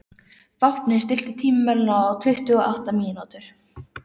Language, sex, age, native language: Icelandic, male, 13, Icelandic